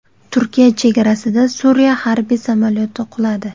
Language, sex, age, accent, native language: Uzbek, female, 18-24, Toshkent shahri, Uzbek